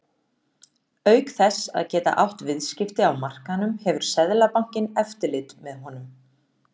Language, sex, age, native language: Icelandic, female, 30-39, Icelandic